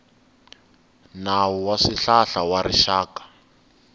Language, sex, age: Tsonga, male, 19